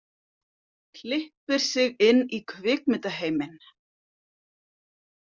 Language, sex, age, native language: Icelandic, female, 50-59, Icelandic